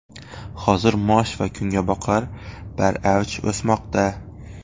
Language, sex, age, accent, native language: Uzbek, male, 18-24, Xorazm, Uzbek